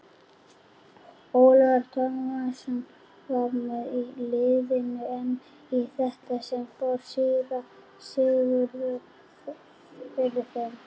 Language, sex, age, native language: Icelandic, female, 40-49, Icelandic